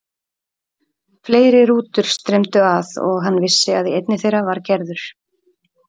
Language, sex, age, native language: Icelandic, female, 30-39, Icelandic